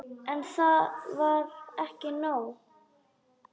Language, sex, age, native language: Icelandic, female, 10, Icelandic